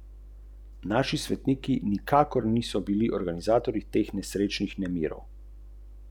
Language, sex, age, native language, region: Slovenian, male, 30-49, Slovenian, Central Slovenia